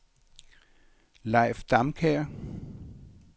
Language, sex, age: Danish, male, 64